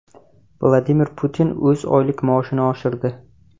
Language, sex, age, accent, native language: Uzbek, male, 18-24, Jizzax, Uzbek